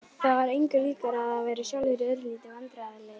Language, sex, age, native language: Icelandic, female, 11, Icelandic